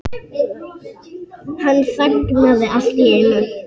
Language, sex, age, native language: Icelandic, female, 8, Icelandic